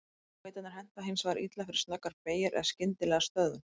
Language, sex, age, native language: Icelandic, female, 20-29, Icelandic